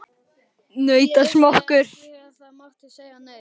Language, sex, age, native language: Icelandic, male, 11, Icelandic